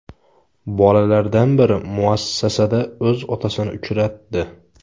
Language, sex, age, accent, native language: Uzbek, male, 18-24, Samarqand, Uzbek